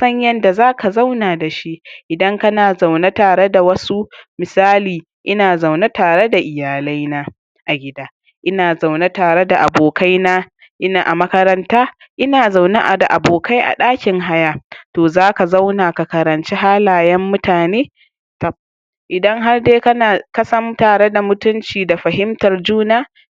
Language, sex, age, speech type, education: Hausa, male, 46-60, spontaneous, tertiary